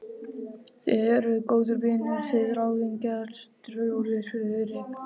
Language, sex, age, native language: Icelandic, female, 12, Icelandic